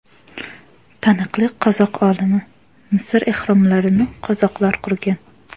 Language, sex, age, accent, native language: Uzbek, female, 18-24, Surxondaryo, Uzbek